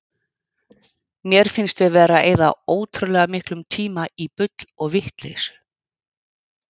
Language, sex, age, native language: Icelandic, female, 50-59, Icelandic